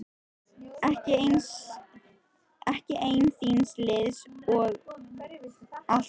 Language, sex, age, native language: Icelandic, female, 13, Icelandic